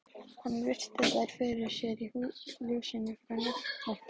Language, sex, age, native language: Icelandic, female, 12, Icelandic